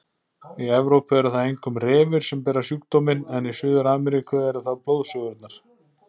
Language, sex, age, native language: Icelandic, male, 40-49, Icelandic